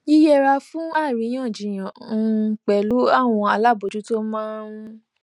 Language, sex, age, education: Yoruba, female, 15-29, tertiary